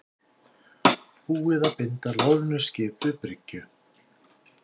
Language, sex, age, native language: Icelandic, male, 60-69, Icelandic